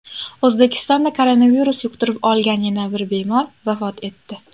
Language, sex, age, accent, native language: Uzbek, female, 18-24, Andijon, Uzbek